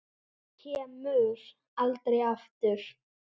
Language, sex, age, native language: Icelandic, female, 10, Icelandic